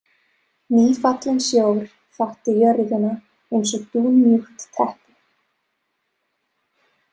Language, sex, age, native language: Icelandic, female, 30-39, Serbo-Croatian